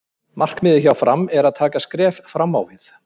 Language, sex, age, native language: Icelandic, male, 50-59, Icelandic